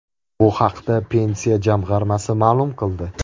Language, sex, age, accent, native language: Uzbek, male, 18-24, Andijon, Uzbek